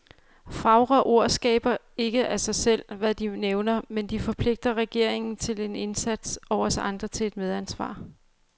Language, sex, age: Danish, female, 35